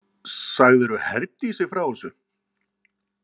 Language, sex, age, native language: Icelandic, male, 40-49, Icelandic